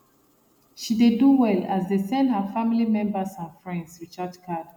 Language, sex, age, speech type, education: Nigerian Pidgin, female, 30-45, spontaneous, tertiary